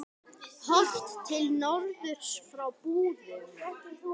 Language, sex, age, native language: Icelandic, male, 10, Icelandic